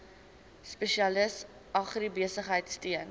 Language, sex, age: Afrikaans, female, 19